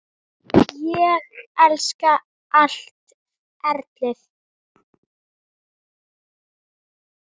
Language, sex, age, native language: Icelandic, male, 9, Icelandic